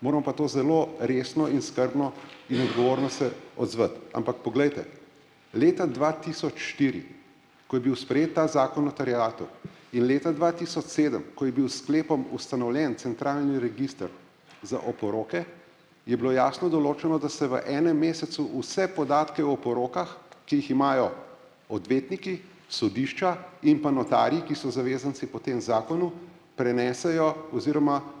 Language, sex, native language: Slovenian, male, Slovenian